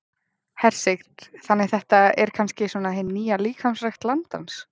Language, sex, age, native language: Icelandic, female, 20-29, Icelandic